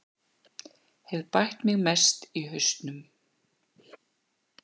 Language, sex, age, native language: Icelandic, female, 60-69, Icelandic